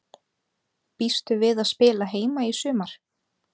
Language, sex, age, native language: Icelandic, female, 30-39, Icelandic